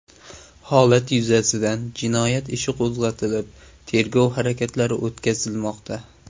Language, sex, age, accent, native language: Uzbek, male, 19-29, Samarqand, Uzbek